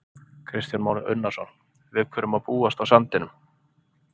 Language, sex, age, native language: Icelandic, male, 30-39, Icelandic